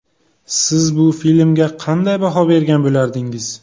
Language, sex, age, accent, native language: Uzbek, male, 18-24, Buxoro, Uzbek